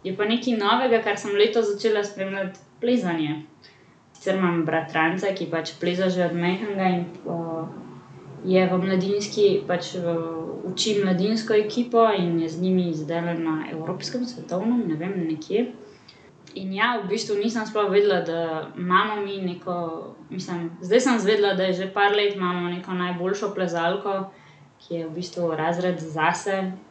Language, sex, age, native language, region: Slovenian, female, 18-29, Slovenian, Central Slovenia